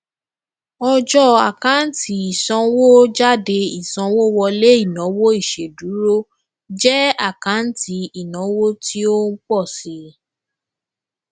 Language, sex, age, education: Yoruba, female, 15-29, tertiary